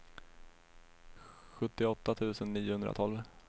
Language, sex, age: Swedish, male, 21